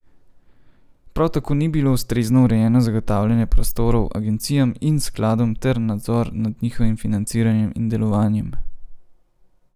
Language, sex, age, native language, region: Slovenian, male, 30-49, Slovenian, Central Slovenia